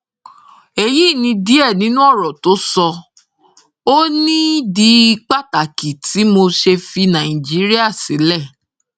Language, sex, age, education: Yoruba, female, 15-29, tertiary